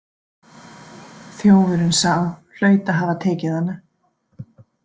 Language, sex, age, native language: Icelandic, female, 40-49, Icelandic